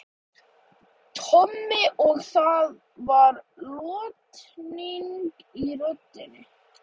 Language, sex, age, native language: Icelandic, male, 11, Icelandic